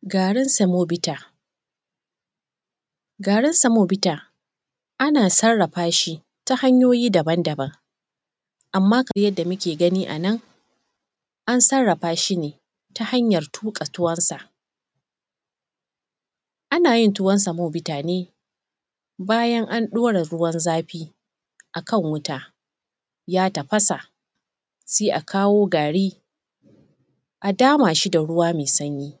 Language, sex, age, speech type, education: Hausa, female, 30-45, spontaneous, secondary